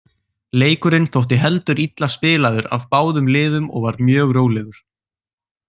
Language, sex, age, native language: Icelandic, male, 18-19, Icelandic